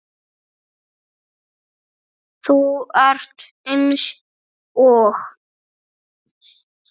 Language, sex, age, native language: Icelandic, male, 6, Icelandic